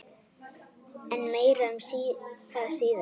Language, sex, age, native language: Icelandic, female, 8, Icelandic